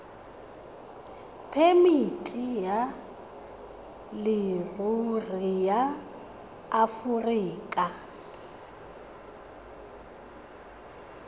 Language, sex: Tswana, female